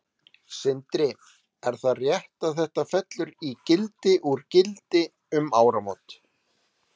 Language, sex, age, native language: Icelandic, male, 30-39, Icelandic